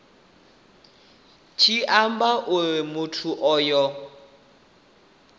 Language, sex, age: Venda, male, 18